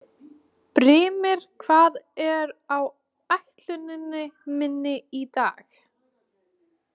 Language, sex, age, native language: Icelandic, female, 20-29, Icelandic